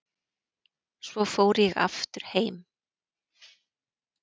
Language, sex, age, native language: Icelandic, female, 40-49, Icelandic